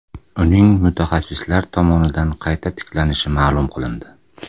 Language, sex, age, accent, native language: Uzbek, male, 35+, Toshkent shahri, Uzbek